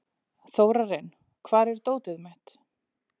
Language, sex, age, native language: Icelandic, female, 40-49, Icelandic